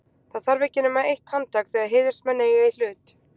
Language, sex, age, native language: Icelandic, female, 20-29, Icelandic